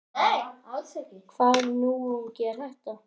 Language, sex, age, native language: Icelandic, male, 9, Icelandic